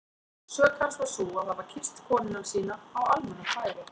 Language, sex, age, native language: Icelandic, female, 40-49, Icelandic